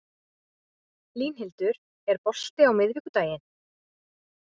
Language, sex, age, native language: Icelandic, female, 20-29, Icelandic